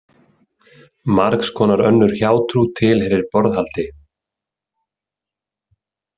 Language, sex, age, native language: Icelandic, male, 30-39, Icelandic